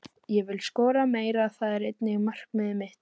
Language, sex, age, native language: Icelandic, female, 18-19, Icelandic